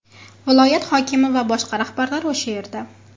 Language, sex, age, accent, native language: Uzbek, female, 18-24, Farg'ona, Uzbek